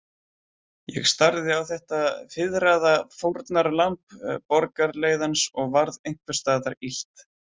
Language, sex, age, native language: Icelandic, male, 20-29, Icelandic